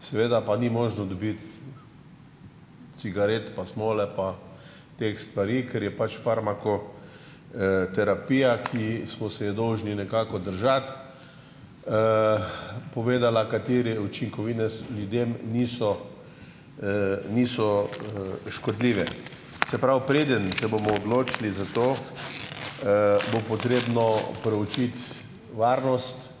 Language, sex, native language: Slovenian, male, Slovenian